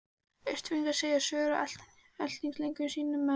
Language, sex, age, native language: Icelandic, female, 14, Icelandic